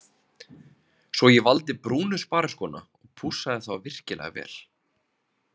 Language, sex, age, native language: Icelandic, male, 30-39, Icelandic